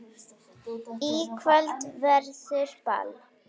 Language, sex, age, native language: Icelandic, female, 8, Icelandic